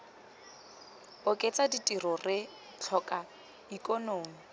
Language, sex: Tswana, female